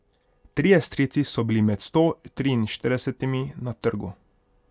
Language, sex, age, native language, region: Slovenian, male, 18-29, Hungarian, Pomurje region